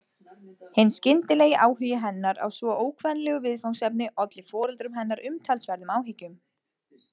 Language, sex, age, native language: Icelandic, female, 20-29, Icelandic